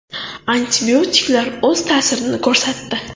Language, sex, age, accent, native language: Uzbek, female, 19-29, Navoiy, Uzbek